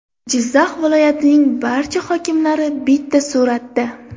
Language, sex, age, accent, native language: Uzbek, female, 18-24, Andijon, Uzbek